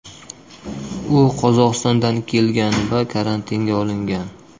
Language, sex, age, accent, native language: Uzbek, male, 25-34, Qashqadaryo, Uzbek